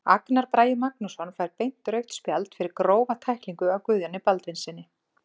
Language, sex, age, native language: Icelandic, female, 40-49, Icelandic